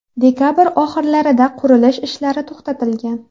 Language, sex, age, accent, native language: Uzbek, female, 19-29, Jizzax, Uzbek